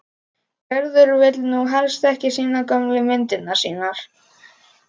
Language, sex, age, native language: Icelandic, male, 11, Icelandic